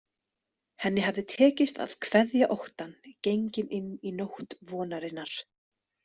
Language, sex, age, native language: Icelandic, female, 30-39, Icelandic